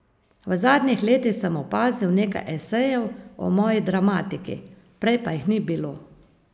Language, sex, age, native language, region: Slovenian, female, 50-59, Slovenian, Savinja region